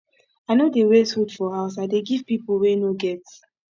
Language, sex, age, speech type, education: Nigerian Pidgin, female, 15-29, spontaneous, tertiary